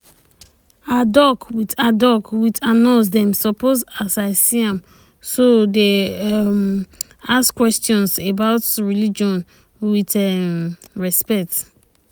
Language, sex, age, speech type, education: Nigerian Pidgin, female, 30-45, spontaneous, tertiary